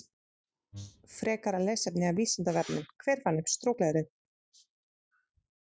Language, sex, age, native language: Icelandic, female, 30-39, Icelandic